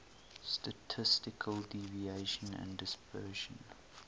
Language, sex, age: English, male, 18